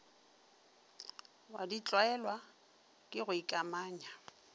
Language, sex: Northern Sotho, female